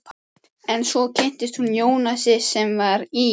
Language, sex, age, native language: Icelandic, female, 14, Icelandic